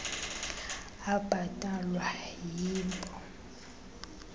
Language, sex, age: Xhosa, female, 24